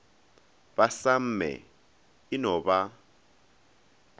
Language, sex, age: Northern Sotho, male, 19